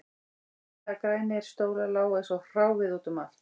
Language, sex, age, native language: Icelandic, female, 18-19, Icelandic